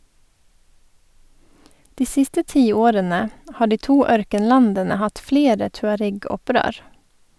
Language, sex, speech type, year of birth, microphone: Norwegian, female, read, 1985, Sennheiser